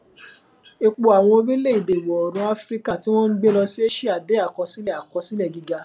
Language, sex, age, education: Yoruba, male, 15-29, tertiary